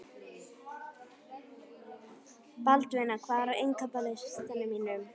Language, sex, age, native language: Icelandic, female, 11, Icelandic